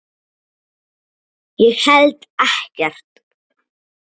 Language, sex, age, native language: Icelandic, male, 7, Icelandic